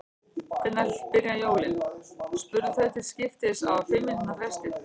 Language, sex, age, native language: Icelandic, female, 60-69, Icelandic